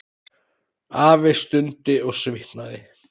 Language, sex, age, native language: Icelandic, male, 30-39, Icelandic